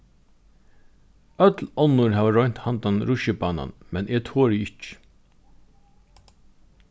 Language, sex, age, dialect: Faroese, male, 36-60, Norðurstreymoy/Eysturoy